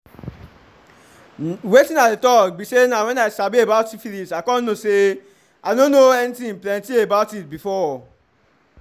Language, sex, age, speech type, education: Nigerian Pidgin, male, 15-29, spontaneous, tertiary